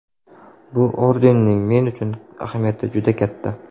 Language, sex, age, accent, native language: Uzbek, male, 18-24, Qashqadaryo, Uzbek